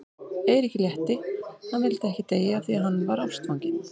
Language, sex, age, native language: Icelandic, female, 40-49, Icelandic